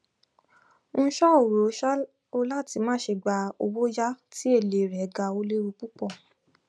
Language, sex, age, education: Yoruba, female, 15-29, tertiary